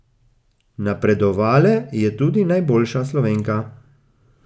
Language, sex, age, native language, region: Slovenian, male, 30-49, Slovenian, Gorica region